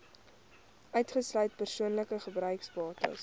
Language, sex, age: Afrikaans, female, 21